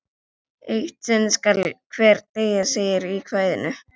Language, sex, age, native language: Icelandic, female, 11, Icelandic